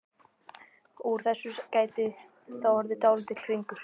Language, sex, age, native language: Icelandic, male, 12, Icelandic